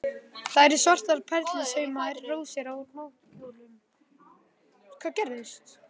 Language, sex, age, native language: Icelandic, male, 11, Icelandic